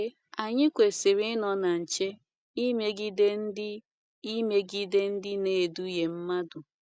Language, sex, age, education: Igbo, female, 15-29, tertiary